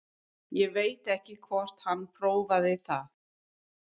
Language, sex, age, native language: Icelandic, female, 50-59, English